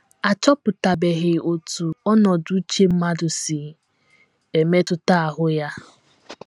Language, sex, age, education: Igbo, female, 15-29, tertiary